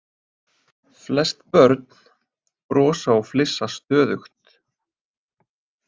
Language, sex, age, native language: Icelandic, male, 20-29, Icelandic